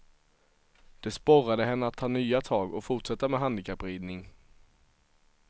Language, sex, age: Swedish, male, 23